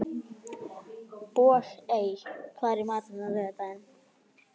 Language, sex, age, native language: Icelandic, female, 11, Icelandic